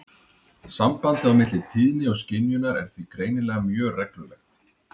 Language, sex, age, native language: Icelandic, male, 30-39, Icelandic